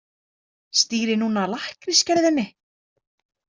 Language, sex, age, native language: Icelandic, female, 30-39, Icelandic